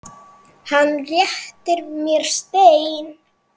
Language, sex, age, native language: Icelandic, female, 7, Icelandic